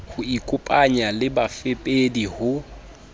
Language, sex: Southern Sotho, male